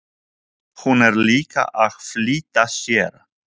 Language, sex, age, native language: Icelandic, male, 40-49, Polish